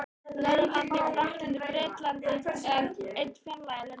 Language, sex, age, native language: Icelandic, female, 13, Icelandic